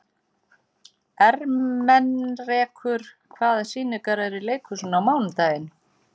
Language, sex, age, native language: Icelandic, female, 40-49, Icelandic